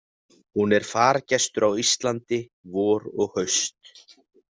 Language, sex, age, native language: Icelandic, male, 20-29, Icelandic